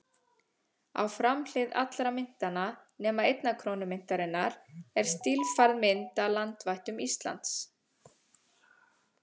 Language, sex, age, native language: Icelandic, female, 30-39, Icelandic